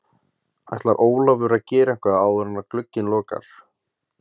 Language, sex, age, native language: Icelandic, male, 20-29, Icelandic